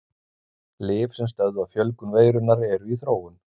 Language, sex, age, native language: Icelandic, male, 30-39, Icelandic